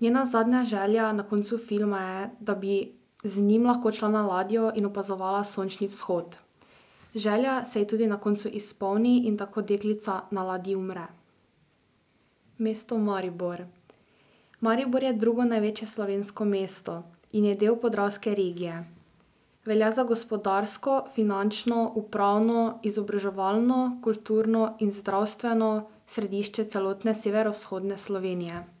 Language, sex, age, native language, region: Slovenian, female, 12-17, Slovenian, Drava region